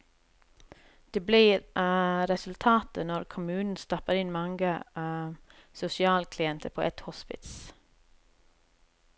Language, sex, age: Norwegian, female, 30